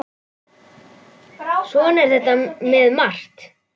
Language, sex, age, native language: Icelandic, female, 9, Icelandic